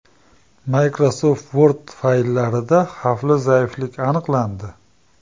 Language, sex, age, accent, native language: Uzbek, male, 35+, Farg'ona, Uzbek